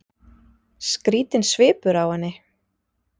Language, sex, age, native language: Icelandic, female, 30-39, Icelandic